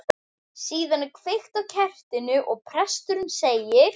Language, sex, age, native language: Icelandic, female, 11, Icelandic